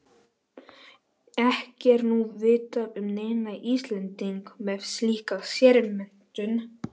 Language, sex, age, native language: Icelandic, male, 11, Polish